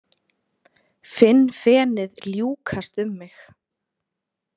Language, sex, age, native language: Icelandic, female, 20-29, Icelandic